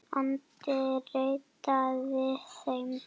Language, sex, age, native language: Icelandic, female, 8, Icelandic